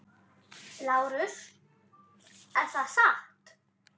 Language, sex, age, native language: Icelandic, female, 10, Icelandic